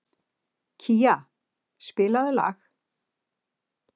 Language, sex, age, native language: Icelandic, female, 60-69, Icelandic